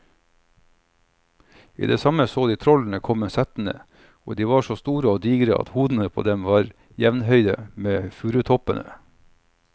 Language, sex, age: Norwegian, male, 45